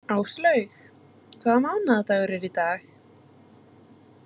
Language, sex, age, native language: Icelandic, female, 20-29, Icelandic